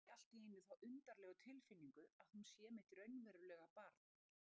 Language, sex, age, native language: Icelandic, female, 60-69, Icelandic